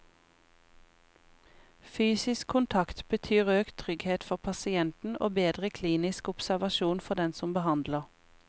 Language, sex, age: Norwegian, female, 28